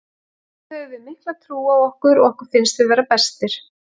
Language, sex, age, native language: Icelandic, female, 40-49, Icelandic